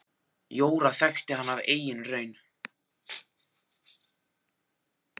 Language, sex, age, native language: Icelandic, male, 14, Icelandic